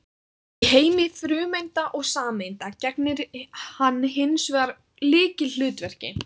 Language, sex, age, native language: Icelandic, female, 18-19, Icelandic